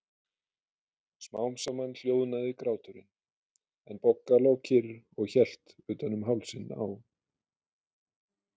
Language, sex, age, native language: Icelandic, male, 30-39, Icelandic